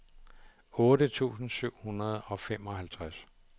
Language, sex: Danish, male